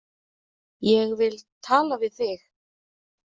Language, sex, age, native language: Icelandic, female, 30-39, Icelandic